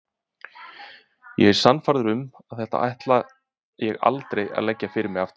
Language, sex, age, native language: Icelandic, male, 30-39, Icelandic